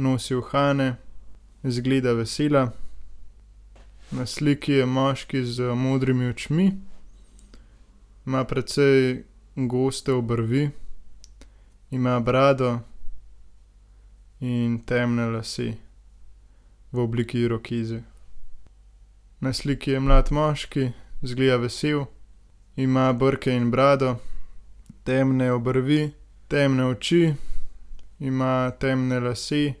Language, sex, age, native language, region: Slovenian, male, 18-29, Slovenian, Gorenjska region